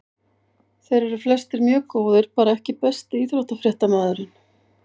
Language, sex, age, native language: Icelandic, female, 50-59, Icelandic